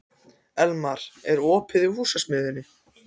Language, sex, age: Icelandic, other, 14